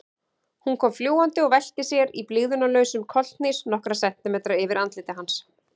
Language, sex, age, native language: Icelandic, female, 40-49, Icelandic